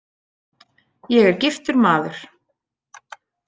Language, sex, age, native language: Icelandic, female, 40-49, Icelandic